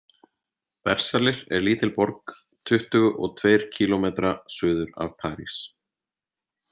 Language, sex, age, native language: Icelandic, male, 30-39, Icelandic